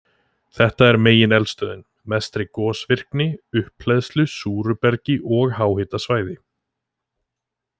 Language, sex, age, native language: Icelandic, male, 20-29, Icelandic